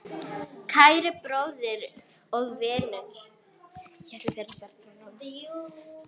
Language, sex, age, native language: Icelandic, female, 10, Arabic